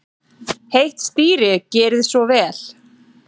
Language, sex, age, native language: Icelandic, female, 7, Icelandic